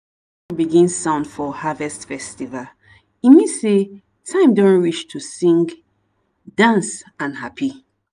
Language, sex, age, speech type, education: Nigerian Pidgin, female, 30-45, spontaneous, tertiary